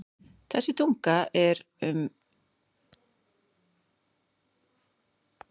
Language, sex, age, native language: Icelandic, female, 40-49, Icelandic